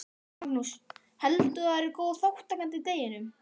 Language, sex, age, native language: Icelandic, male, 12, Icelandic